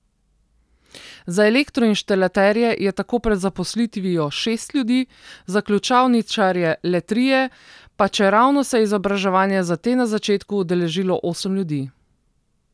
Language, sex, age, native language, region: Slovenian, female, 30-49, Slovenian, Southeast Slovenia